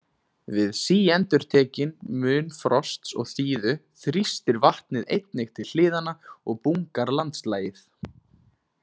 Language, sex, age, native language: Icelandic, male, 20-29, Icelandic